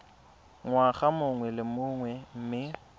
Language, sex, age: Tswana, male, 20